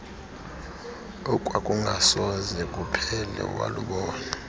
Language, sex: Xhosa, female